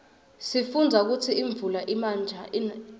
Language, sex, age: Swati, female, 21